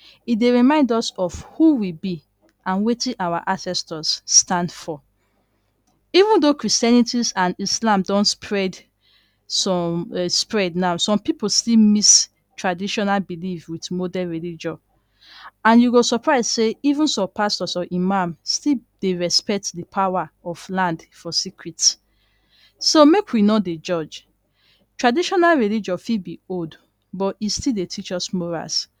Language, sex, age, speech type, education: Nigerian Pidgin, female, 30-45, spontaneous, tertiary